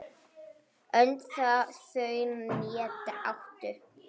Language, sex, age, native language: Icelandic, female, 9, Icelandic